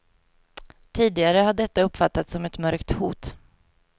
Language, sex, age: Swedish, female, 22